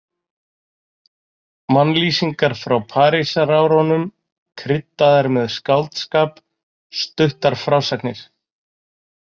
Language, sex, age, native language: Icelandic, male, 40-49, Icelandic